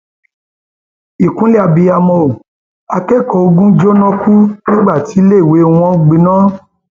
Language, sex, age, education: Yoruba, male, 30-45, tertiary